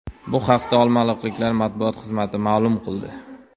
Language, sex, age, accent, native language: Uzbek, male, 19-29, Toshkent viloyati, Uzbek